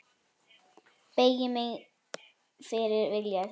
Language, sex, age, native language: Icelandic, female, 9, Icelandic